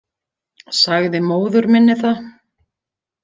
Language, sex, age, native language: Icelandic, female, 50-59, Icelandic